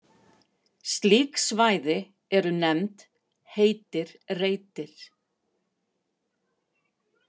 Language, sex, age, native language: Icelandic, female, 50-59, Icelandic